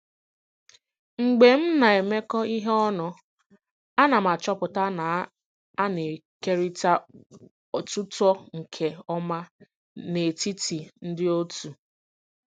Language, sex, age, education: Igbo, female, 15-29, tertiary